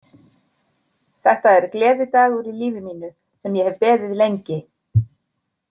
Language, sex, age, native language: Icelandic, female, 40-49, Icelandic